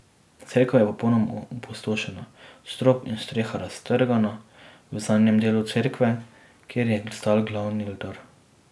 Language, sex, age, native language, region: Slovenian, male, 18-29, Slovenian, Drava region